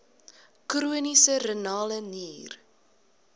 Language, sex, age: Afrikaans, female, 19